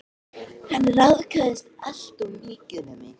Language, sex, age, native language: Icelandic, male, 13, Icelandic